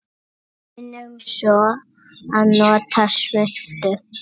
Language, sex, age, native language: Icelandic, female, 7, Icelandic